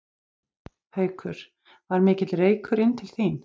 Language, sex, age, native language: Icelandic, female, 50-59, Icelandic